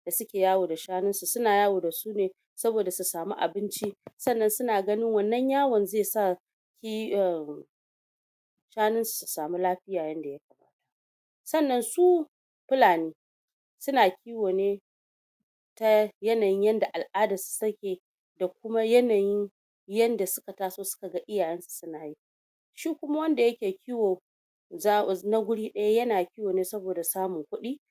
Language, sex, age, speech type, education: Hausa, female, 46-60, spontaneous, tertiary